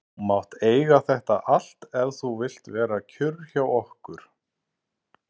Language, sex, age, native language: Icelandic, male, 40-49, Icelandic